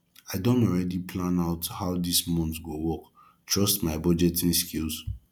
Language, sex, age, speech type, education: Nigerian Pidgin, male, 15-29, spontaneous, tertiary